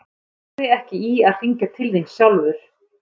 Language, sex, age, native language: Icelandic, female, 13, Icelandic